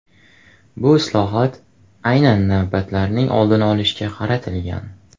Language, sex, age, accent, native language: Uzbek, male, 18-24, Farg'ona, Uzbek